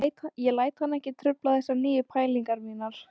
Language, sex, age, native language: Icelandic, female, 18-19, Icelandic